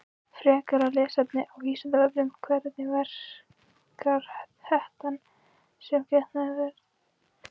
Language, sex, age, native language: Icelandic, female, 16, Icelandic